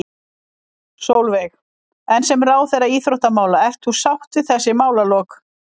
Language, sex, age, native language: Icelandic, female, 50-59, Icelandic